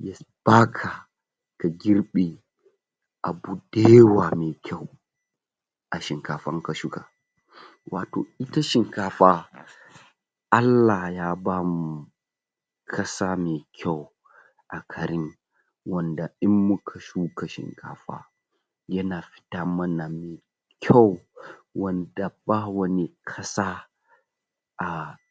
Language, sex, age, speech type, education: Hausa, male, 30-45, spontaneous, tertiary